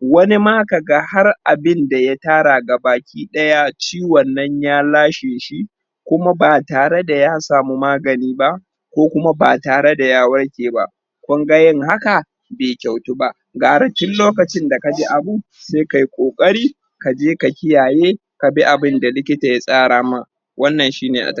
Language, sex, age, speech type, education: Hausa, male, 30-45, spontaneous, tertiary